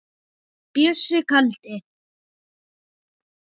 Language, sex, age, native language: Icelandic, male, 9, Icelandic